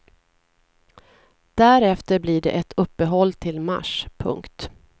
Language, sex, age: Swedish, female, 40